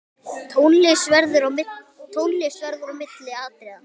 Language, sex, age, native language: Icelandic, male, 10, Icelandic